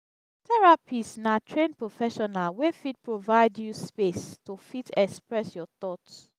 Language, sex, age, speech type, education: Nigerian Pidgin, female, 15-29, spontaneous, tertiary